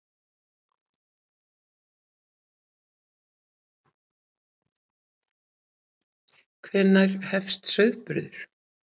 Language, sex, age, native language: Icelandic, female, 50-59, Icelandic